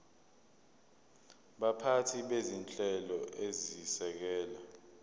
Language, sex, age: Zulu, male, 22